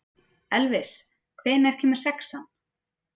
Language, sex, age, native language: Icelandic, female, 30-39, Icelandic